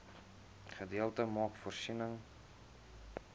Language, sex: Afrikaans, male